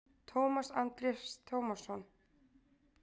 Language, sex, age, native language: Icelandic, female, 20-29, Icelandic